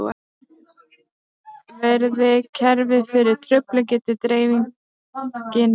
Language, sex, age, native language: Icelandic, female, 30-39, Icelandic